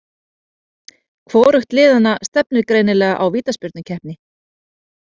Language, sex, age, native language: Icelandic, female, 30-39, Icelandic